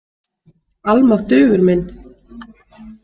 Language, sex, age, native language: Icelandic, female, 18-19, Icelandic